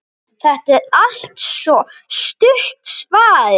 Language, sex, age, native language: Icelandic, male, 9, Icelandic